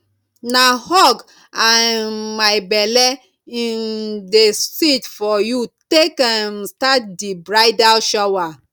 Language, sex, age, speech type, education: Nigerian Pidgin, female, 30-45, spontaneous, tertiary